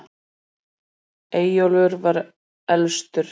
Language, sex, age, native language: Icelandic, female, 40-49, Icelandic